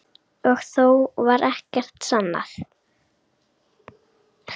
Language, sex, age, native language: Icelandic, female, 9, Icelandic